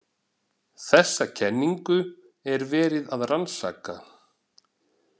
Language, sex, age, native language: Icelandic, male, 40-49, Icelandic